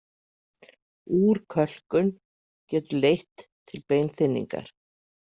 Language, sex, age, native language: Icelandic, female, 50-59, Icelandic